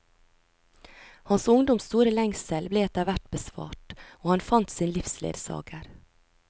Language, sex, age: Norwegian, female, 36